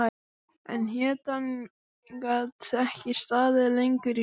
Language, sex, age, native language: Icelandic, male, 12, Icelandic